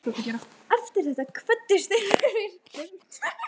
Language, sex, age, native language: Icelandic, female, 13, Icelandic